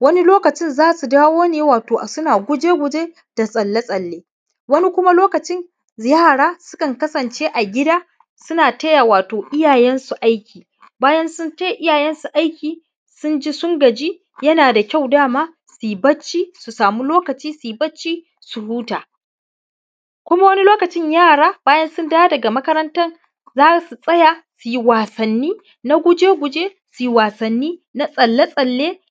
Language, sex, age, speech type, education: Hausa, male, 15-29, spontaneous, tertiary